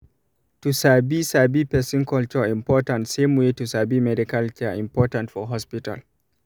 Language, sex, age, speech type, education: Nigerian Pidgin, male, 30-45, spontaneous, tertiary